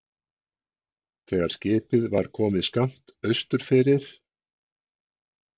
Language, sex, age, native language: Icelandic, male, 60-69, Icelandic